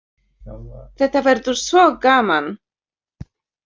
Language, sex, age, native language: Icelandic, female, 30-39, Polish